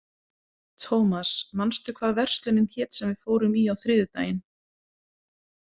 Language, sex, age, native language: Icelandic, female, 40-49, Icelandic